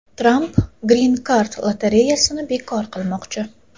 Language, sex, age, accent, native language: Uzbek, female, 18-24, Toshkent shahri, Uzbek